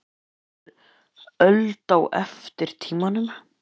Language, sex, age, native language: Icelandic, male, 11, Icelandic